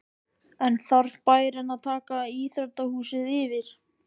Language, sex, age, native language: Icelandic, male, 13, Icelandic